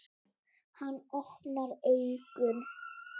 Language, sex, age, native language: Icelandic, female, 8, Icelandic